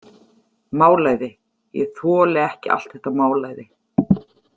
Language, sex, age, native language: Icelandic, female, 40-49, Icelandic